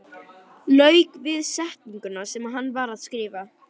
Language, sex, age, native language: Icelandic, female, 11, Icelandic